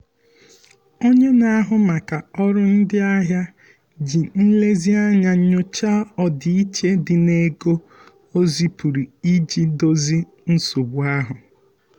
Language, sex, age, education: Igbo, male, 15-29, tertiary